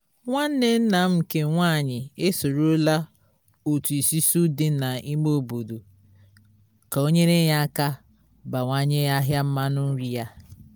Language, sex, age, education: Igbo, female, 30-45, tertiary